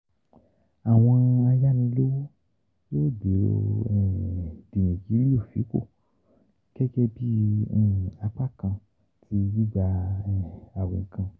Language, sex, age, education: Yoruba, male, 15-29, tertiary